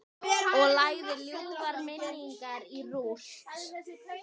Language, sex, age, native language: Icelandic, female, 12, Icelandic